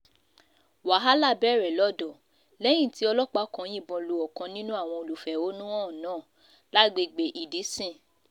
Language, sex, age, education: Yoruba, female, 15-29, tertiary